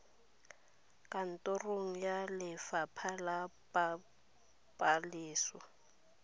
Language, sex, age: Tswana, female, 23